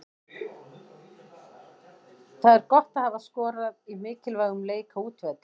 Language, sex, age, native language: Icelandic, female, 20-29, Icelandic